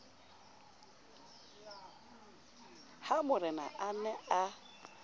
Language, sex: Southern Sotho, female